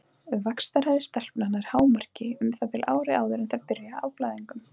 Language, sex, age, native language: Icelandic, female, 20-29, Icelandic